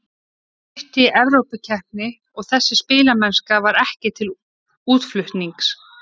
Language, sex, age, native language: Icelandic, female, 30-39, Icelandic